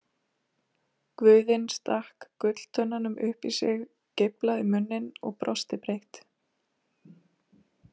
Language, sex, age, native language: Icelandic, female, 30-39, Icelandic